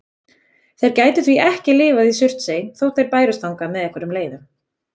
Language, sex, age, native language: Icelandic, female, 20-29, Icelandic